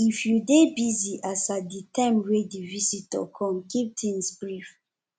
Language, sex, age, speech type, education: Nigerian Pidgin, female, 15-29, spontaneous, tertiary